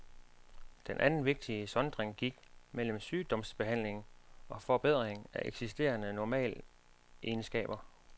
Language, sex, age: Danish, male, 35